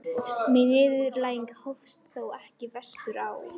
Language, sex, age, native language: Icelandic, female, 13, Icelandic